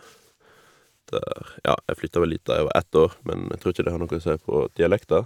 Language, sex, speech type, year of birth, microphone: Norwegian, male, spontaneous, 1991, Shure